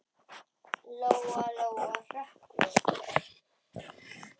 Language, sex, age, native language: Icelandic, female, 10, Icelandic